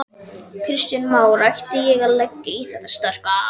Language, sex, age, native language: Icelandic, male, 12, Icelandic